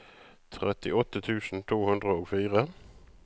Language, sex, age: Norwegian, male, 35